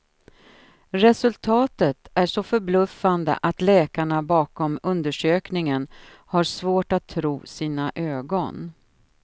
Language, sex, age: Swedish, female, 53